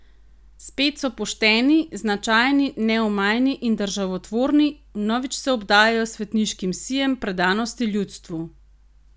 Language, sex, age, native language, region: Slovenian, female, 30-49, Slovenian, Gorenjska region